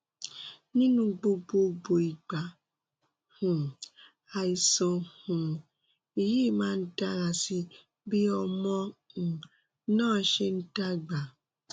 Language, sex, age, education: Yoruba, female, 15-29, tertiary